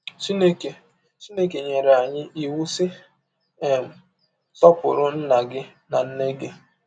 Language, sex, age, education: Igbo, male, 15-29, tertiary